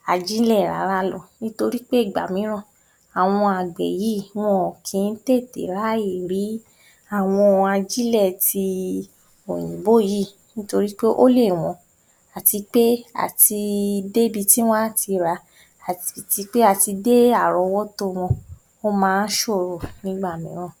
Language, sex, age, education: Yoruba, female, 46-60, tertiary